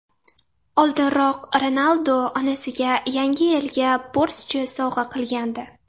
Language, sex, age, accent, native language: Uzbek, female, under 19, Toshkent shahri, Uzbek